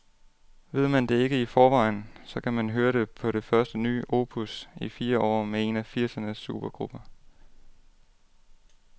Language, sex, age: Danish, male, 18